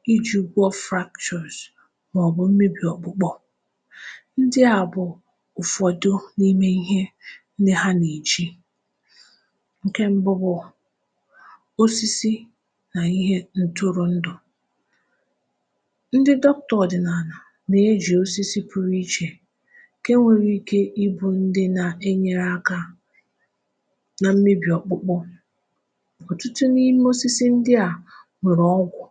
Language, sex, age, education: Igbo, female, 15-29, tertiary